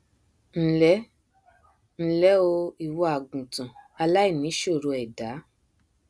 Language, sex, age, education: Yoruba, female, 30-45, tertiary